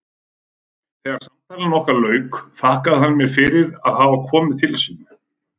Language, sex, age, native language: Icelandic, male, 40-49, Icelandic